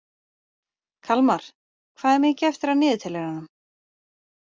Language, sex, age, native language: Icelandic, female, 30-39, Icelandic